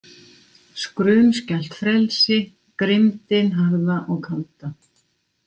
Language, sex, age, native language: Icelandic, female, 60-69, Icelandic